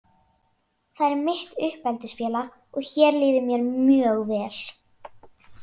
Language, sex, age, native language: Icelandic, female, 40-49, Icelandic